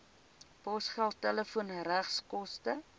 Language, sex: Afrikaans, female